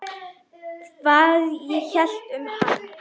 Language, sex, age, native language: Icelandic, female, 10, Icelandic